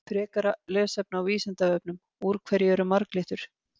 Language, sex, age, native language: Icelandic, female, 50-59, Icelandic